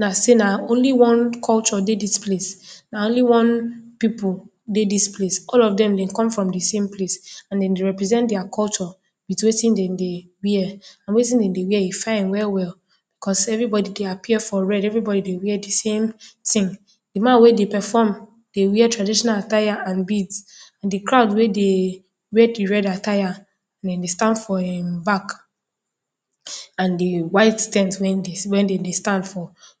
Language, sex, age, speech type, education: Nigerian Pidgin, female, 15-29, spontaneous, tertiary